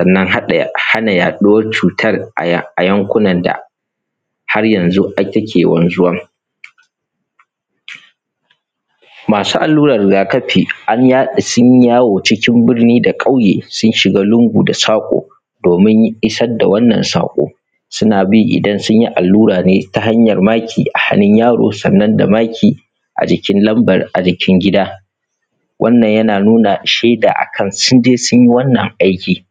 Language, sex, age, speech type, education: Hausa, male, 15-29, spontaneous, primary